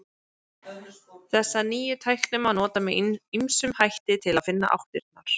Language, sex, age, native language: Icelandic, female, 20-29, Icelandic